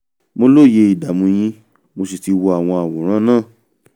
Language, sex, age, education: Yoruba, male, 15-29, tertiary